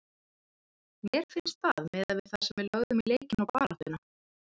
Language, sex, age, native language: Icelandic, female, 30-39, Icelandic